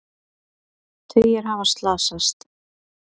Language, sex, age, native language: Icelandic, female, 30-39, Icelandic